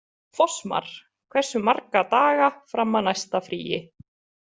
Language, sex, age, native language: Icelandic, female, 30-39, Icelandic